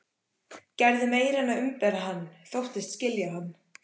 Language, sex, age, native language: Icelandic, male, 14, Icelandic